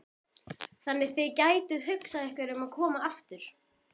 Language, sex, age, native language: Icelandic, female, 12, Icelandic